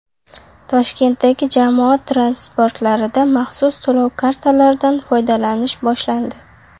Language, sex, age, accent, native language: Uzbek, female, under 19, Qashqadaryo, Uzbek